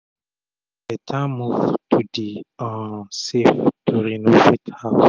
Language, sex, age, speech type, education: Nigerian Pidgin, male, 30-45, spontaneous, tertiary